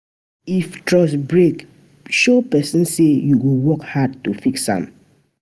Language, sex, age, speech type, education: Nigerian Pidgin, female, 30-45, spontaneous, tertiary